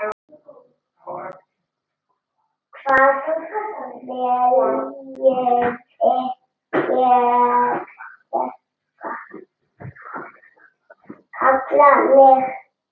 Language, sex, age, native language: Icelandic, male, 6, Italian